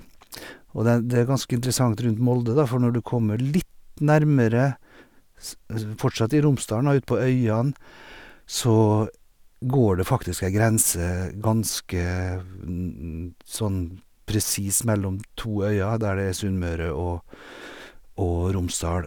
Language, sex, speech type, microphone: Norwegian, male, spontaneous, Sennheiser